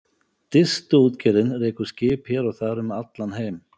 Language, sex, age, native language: Icelandic, male, 50-59, Icelandic